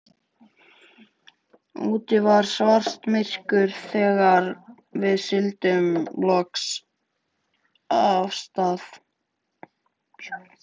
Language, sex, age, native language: Icelandic, male, 14, Icelandic